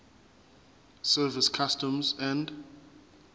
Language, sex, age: Zulu, male, 24